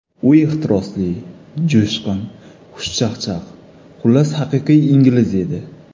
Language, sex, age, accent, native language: Uzbek, male, 25-34, Toshkent shahri, Uzbek